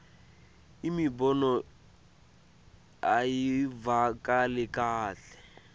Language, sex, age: Swati, male, 18